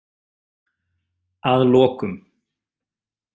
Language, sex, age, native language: Icelandic, male, 30-39, Icelandic